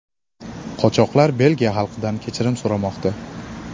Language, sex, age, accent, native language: Uzbek, male, 18-24, Andijon, Uzbek